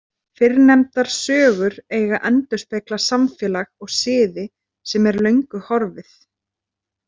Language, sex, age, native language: Icelandic, female, 30-39, Icelandic